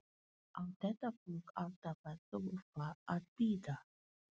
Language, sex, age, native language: Icelandic, female, 40-49, Filipino